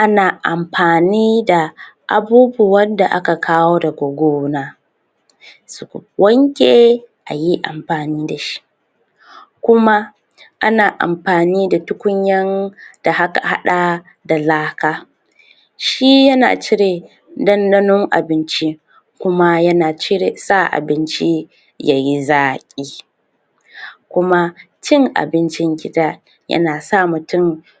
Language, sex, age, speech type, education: Hausa, female, 15-29, spontaneous, tertiary